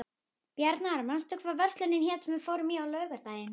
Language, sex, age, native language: Icelandic, female, 11, Icelandic